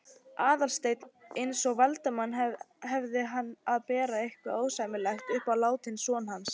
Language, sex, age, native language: Icelandic, female, 18-19, Icelandic